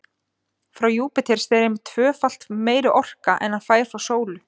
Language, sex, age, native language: Icelandic, female, 20-29, Icelandic